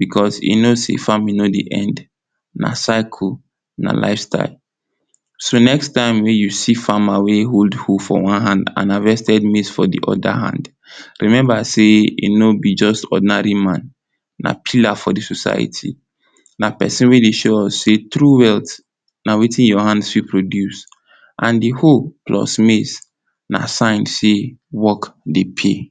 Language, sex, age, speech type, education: Nigerian Pidgin, male, 46-60, spontaneous, tertiary